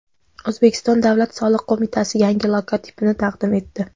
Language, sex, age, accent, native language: Uzbek, female, 19-29, Jizzax, Uzbek